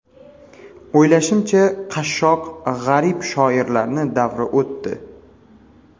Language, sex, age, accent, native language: Uzbek, male, 18-24, Farg'ona, Uzbek